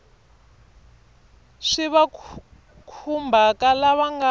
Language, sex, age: Tsonga, female, 25